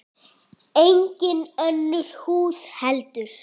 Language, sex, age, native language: Icelandic, female, 8, Icelandic